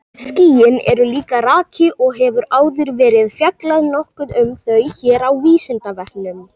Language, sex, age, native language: Icelandic, male, 18-19, Icelandic